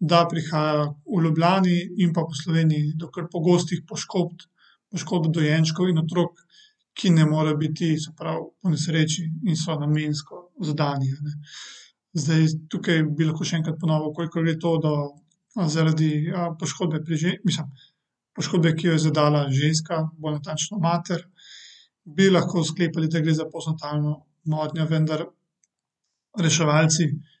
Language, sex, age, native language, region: Slovenian, male, 18-29, Slovenian, Central Slovenia